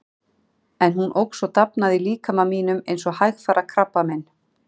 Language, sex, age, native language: Icelandic, female, 40-49, Icelandic